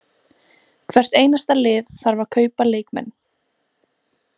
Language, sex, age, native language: Icelandic, female, 18-19, Icelandic